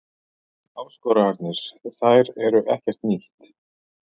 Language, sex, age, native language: Icelandic, male, 40-49, Icelandic